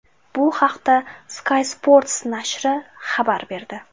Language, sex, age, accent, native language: Uzbek, female, 18-24, Jizzax, Uzbek